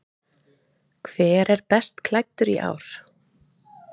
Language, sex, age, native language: Icelandic, female, 30-39, Icelandic